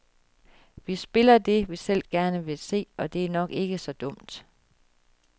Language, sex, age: Danish, female, 36